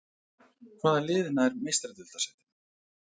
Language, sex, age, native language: Icelandic, male, 50-59, Icelandic